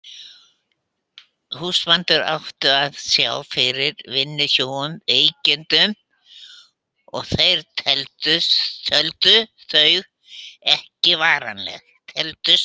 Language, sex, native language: Icelandic, female, Icelandic